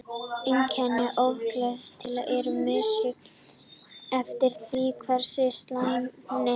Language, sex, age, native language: Icelandic, male, 30-39, Icelandic